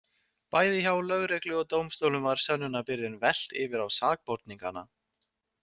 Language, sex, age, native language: Icelandic, male, 20-29, Icelandic